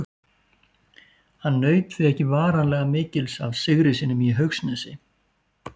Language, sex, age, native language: Icelandic, male, 40-49, Icelandic